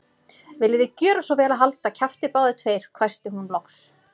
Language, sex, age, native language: Icelandic, female, 30-39, Icelandic